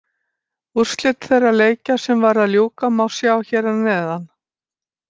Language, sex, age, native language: Icelandic, female, 60-69, Icelandic